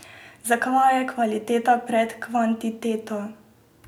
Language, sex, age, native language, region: Slovenian, female, 18-29, Slovenian, Drava region